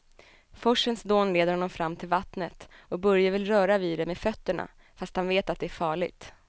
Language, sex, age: Swedish, female, 27